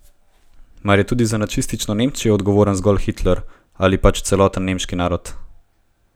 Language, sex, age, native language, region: Slovenian, male, 18-29, Slovenian, Gorenjska region